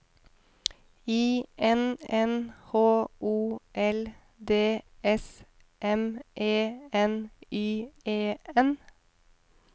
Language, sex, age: Norwegian, female, 30